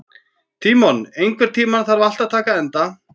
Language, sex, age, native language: Icelandic, female, 14, Icelandic